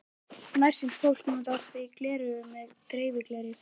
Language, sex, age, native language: Icelandic, male, 11, Icelandic